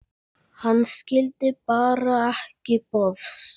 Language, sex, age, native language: Icelandic, male, 10, Icelandic